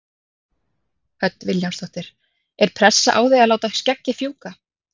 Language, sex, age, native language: Icelandic, female, 30-39, Icelandic